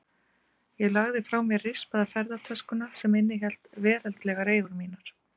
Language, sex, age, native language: Icelandic, female, 50-59, Icelandic